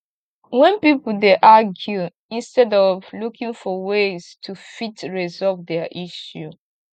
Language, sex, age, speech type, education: Nigerian Pidgin, female, 15-29, spontaneous, tertiary